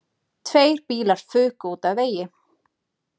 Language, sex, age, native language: Icelandic, female, 30-39, Icelandic